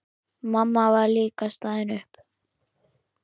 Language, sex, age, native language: Icelandic, female, 9, Icelandic